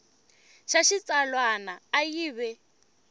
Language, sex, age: Tsonga, female, 21